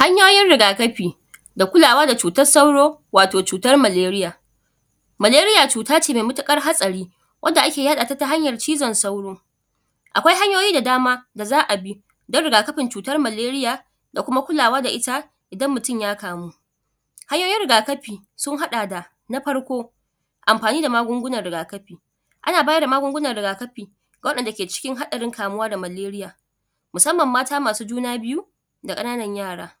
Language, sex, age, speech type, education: Hausa, female, 30-45, spontaneous, tertiary